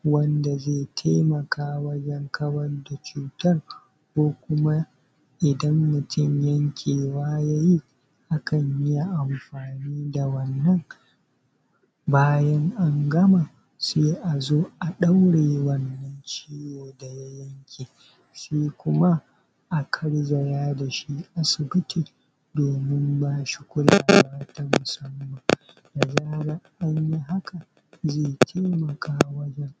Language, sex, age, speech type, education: Hausa, male, 30-45, spontaneous, secondary